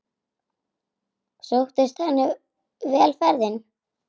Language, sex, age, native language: Icelandic, female, 8, Icelandic